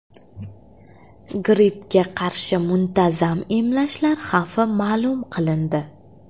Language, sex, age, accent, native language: Uzbek, female, 18-24, Qashqadaryo, Uzbek